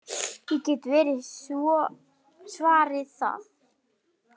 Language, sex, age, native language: Icelandic, female, 9, Icelandic